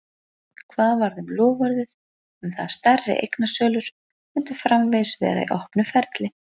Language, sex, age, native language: Icelandic, female, 40-49, Icelandic